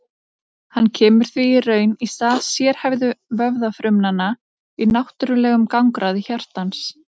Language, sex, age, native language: Icelandic, female, 30-39, Icelandic